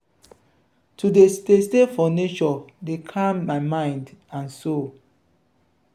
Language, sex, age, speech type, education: Nigerian Pidgin, male, 30-45, spontaneous, tertiary